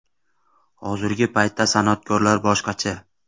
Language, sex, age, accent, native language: Uzbek, male, 18-24, Samarqand, Uzbek